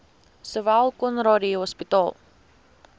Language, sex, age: Afrikaans, female, 19